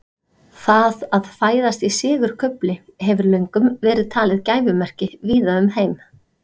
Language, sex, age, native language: Icelandic, female, 30-39, Icelandic